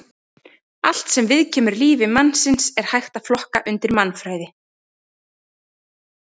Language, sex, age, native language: Icelandic, female, 30-39, Icelandic